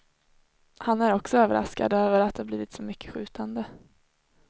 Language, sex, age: Swedish, female, 21